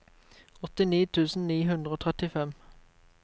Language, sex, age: Norwegian, male, 23